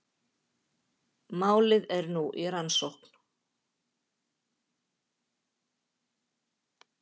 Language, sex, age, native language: Icelandic, female, 50-59, Icelandic